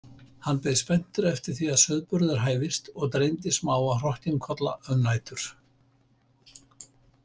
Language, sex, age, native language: Icelandic, male, 70-79, Icelandic